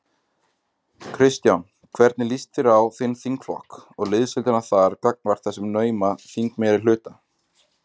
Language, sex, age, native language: Icelandic, male, 20-29, Icelandic